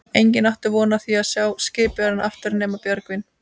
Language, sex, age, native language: Icelandic, female, 20-29, Icelandic